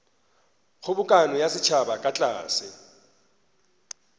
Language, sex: Northern Sotho, male